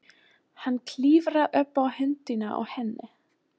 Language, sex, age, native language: Icelandic, female, 20-29, German